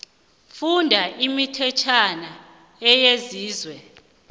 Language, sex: South Ndebele, female